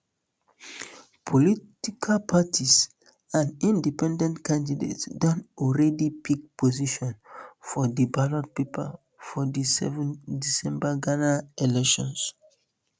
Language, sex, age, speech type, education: Nigerian Pidgin, male, 15-29, spontaneous, tertiary